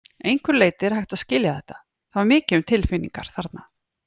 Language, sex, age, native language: Icelandic, female, 40-49, Icelandic